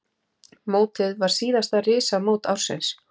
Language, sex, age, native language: Icelandic, male, 10, Icelandic